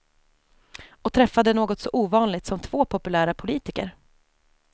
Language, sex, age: Swedish, female, 28